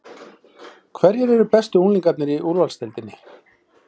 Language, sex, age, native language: Icelandic, male, 40-49, Icelandic